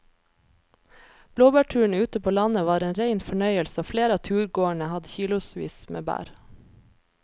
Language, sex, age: Norwegian, female, 26